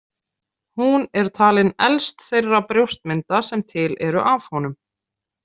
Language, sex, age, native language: Icelandic, female, 30-39, Icelandic